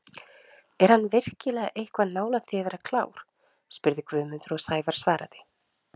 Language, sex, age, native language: Icelandic, female, 30-39, Icelandic